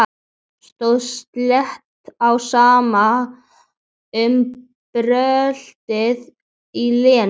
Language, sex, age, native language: Icelandic, female, 12, Icelandic